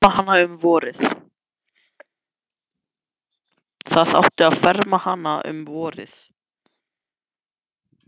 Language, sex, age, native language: Icelandic, male, 11, Icelandic